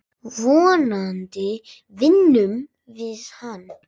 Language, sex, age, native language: Icelandic, male, 8, Icelandic